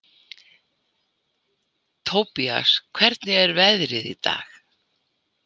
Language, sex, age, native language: Icelandic, female, 80-89, Icelandic